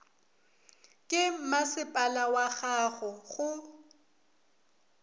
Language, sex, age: Northern Sotho, female, 24